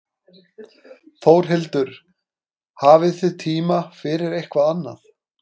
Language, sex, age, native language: Icelandic, male, 30-39, Icelandic